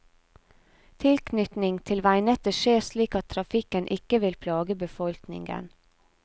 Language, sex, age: Norwegian, female, 34